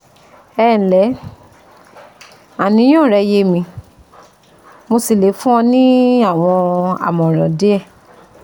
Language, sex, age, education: Yoruba, female, 15-29, tertiary